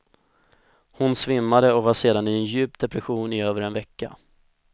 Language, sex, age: Swedish, male, 25